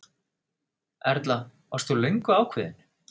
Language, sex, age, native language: Icelandic, male, 30-39, Icelandic